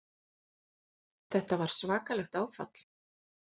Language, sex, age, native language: Icelandic, female, 40-49, Icelandic